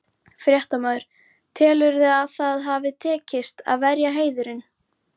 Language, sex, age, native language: Icelandic, female, 11, Icelandic